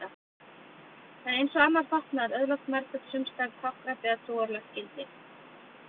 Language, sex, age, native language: Icelandic, female, 30-39, Icelandic